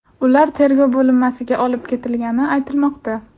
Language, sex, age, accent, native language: Uzbek, female, 18-24, Toshkent viloyati, Uzbek